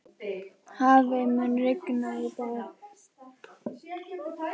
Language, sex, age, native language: Icelandic, other, 12, Icelandic